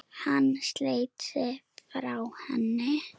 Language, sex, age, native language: Icelandic, female, 9, Icelandic